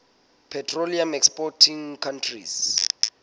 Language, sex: Southern Sotho, male